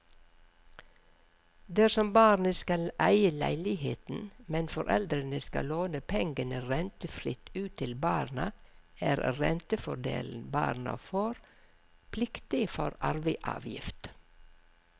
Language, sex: Norwegian, female